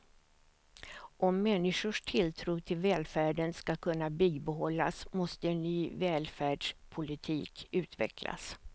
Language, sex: Swedish, female